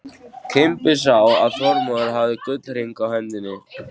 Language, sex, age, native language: Icelandic, male, 14, Icelandic